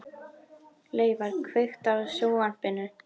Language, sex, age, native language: Icelandic, female, 12, Icelandic